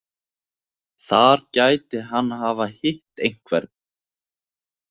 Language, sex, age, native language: Icelandic, male, 18-19, Icelandic